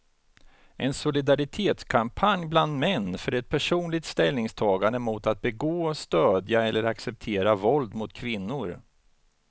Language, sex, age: Swedish, male, 49